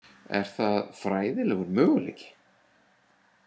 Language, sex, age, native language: Icelandic, male, 40-49, Icelandic